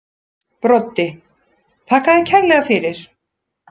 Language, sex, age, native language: Icelandic, female, 60-69, Icelandic